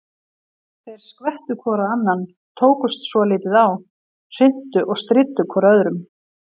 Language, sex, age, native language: Icelandic, female, 50-59, Icelandic